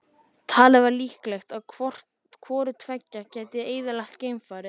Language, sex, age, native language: Icelandic, male, 14, Icelandic